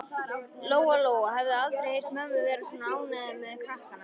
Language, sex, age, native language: Icelandic, female, 13, Icelandic